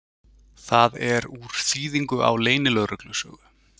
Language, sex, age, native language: Icelandic, male, 40-49, Icelandic